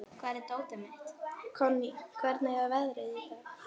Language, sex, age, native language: Icelandic, female, 11, Icelandic